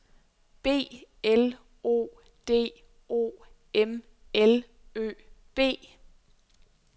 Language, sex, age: Danish, female, 23